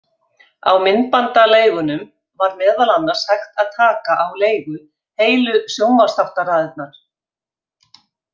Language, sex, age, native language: Icelandic, female, 50-59, Icelandic